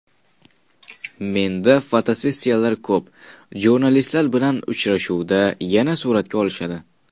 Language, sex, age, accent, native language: Uzbek, male, 19-29, Qashqadaryo, Uzbek